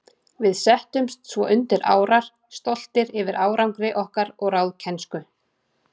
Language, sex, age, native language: Icelandic, female, 30-39, Icelandic